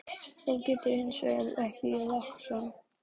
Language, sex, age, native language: Icelandic, female, 12, Icelandic